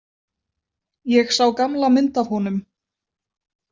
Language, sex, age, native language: Icelandic, female, 20-29, Icelandic